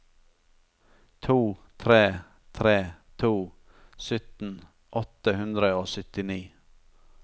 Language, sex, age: Norwegian, male, 43